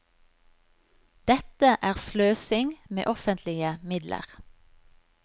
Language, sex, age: Norwegian, female, 43